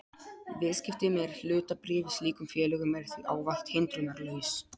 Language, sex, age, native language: Icelandic, male, 12, Polish